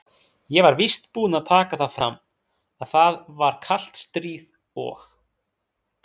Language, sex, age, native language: Icelandic, male, 30-39, Icelandic